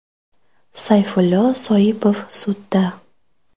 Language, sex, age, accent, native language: Uzbek, female, 19-29, Qoraqalpog'iston, Russian